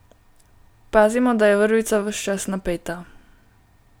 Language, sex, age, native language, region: Slovenian, female, 18-29, Slovenian, Gorenjska region